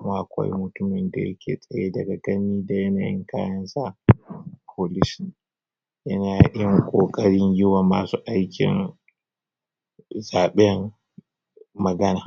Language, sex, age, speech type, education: Hausa, male, 30-45, spontaneous, tertiary